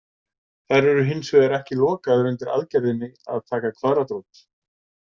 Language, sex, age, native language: Icelandic, male, 40-49, Icelandic